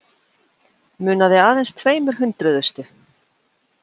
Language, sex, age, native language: Icelandic, female, 40-49, Icelandic